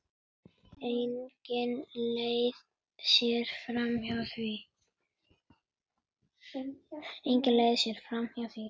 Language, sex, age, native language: Icelandic, female, 9, Icelandic